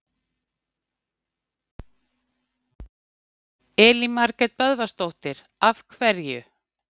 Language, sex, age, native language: Icelandic, female, 50-59, Icelandic